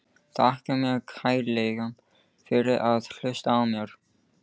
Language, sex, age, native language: Icelandic, male, 15, English